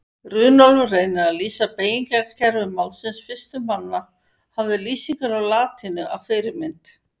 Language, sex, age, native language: Icelandic, female, 50-59, Icelandic